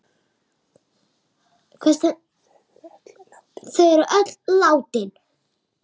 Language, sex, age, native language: Icelandic, male, 6, Icelandic